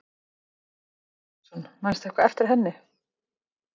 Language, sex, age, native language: Icelandic, female, 30-39, Icelandic